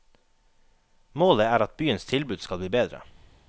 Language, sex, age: Norwegian, male, 21